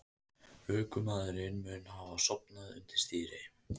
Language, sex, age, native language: Icelandic, male, 18-19, Icelandic